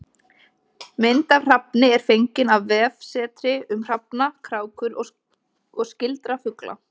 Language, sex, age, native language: Icelandic, female, 20-29, Icelandic